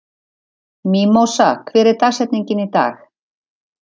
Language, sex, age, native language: Icelandic, female, 50-59, Icelandic